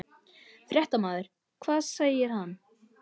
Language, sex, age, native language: Icelandic, male, 11, Icelandic